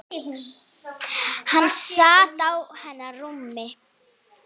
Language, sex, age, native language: Icelandic, female, 8, Icelandic